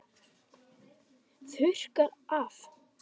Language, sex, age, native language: Icelandic, male, 10, Icelandic